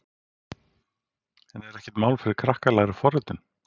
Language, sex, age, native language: Icelandic, male, 40-49, Icelandic